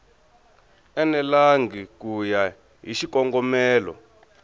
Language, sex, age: Tsonga, male, 23